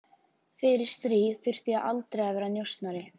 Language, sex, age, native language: Icelandic, female, 14, Icelandic